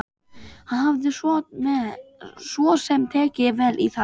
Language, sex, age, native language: Icelandic, male, 12, Icelandic